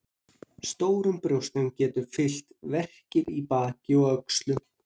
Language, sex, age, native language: Icelandic, male, 30-39, Icelandic